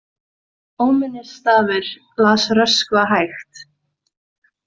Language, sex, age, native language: Icelandic, female, 40-49, Icelandic